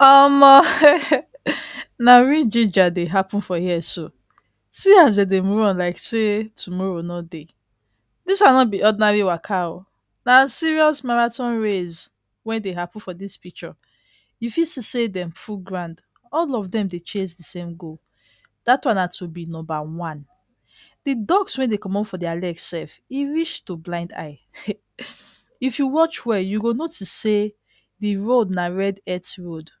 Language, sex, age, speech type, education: Nigerian Pidgin, female, 30-45, spontaneous, tertiary